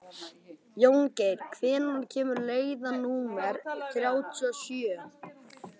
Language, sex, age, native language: Icelandic, male, 11, Icelandic